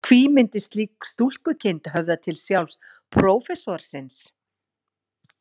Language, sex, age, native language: Icelandic, female, 40-49, Icelandic